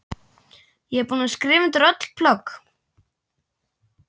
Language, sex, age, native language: Icelandic, male, 12, Icelandic